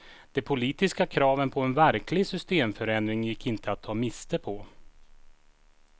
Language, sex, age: Swedish, male, 36